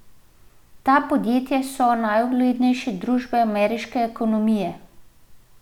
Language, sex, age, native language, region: Slovenian, female, 30-49, Slovenian, Central Slovenia